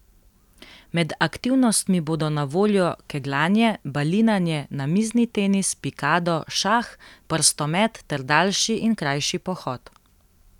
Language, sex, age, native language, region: Slovenian, female, 18-29, Slovenian, Central Slovenia